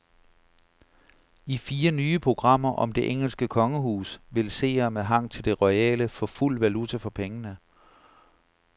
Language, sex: Danish, male